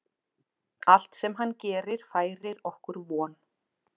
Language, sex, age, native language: Icelandic, female, 40-49, Icelandic